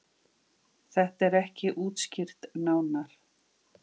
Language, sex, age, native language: Icelandic, female, 50-59, Icelandic